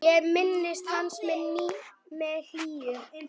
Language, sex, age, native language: Icelandic, male, 9, Icelandic